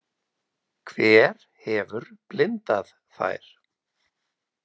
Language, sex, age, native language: Icelandic, male, 50-59, Icelandic